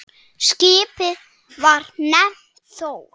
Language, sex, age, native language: Icelandic, male, 7, Icelandic